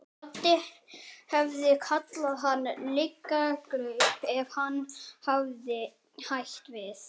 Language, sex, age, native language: Icelandic, female, 70-79, Icelandic